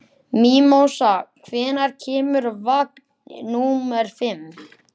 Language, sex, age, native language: Icelandic, male, 11, Icelandic